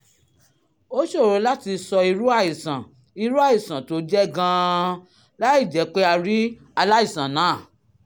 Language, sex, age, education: Yoruba, female, 46-60, tertiary